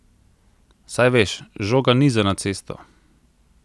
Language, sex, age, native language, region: Slovenian, male, 30-49, Slovenian, Central Slovenia